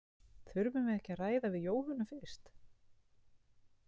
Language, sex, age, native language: Icelandic, female, 40-49, Icelandic